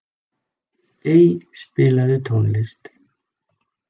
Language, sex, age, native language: Icelandic, male, 40-49, Icelandic